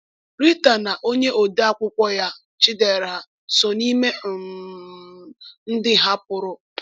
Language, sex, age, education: Igbo, female, 15-29, tertiary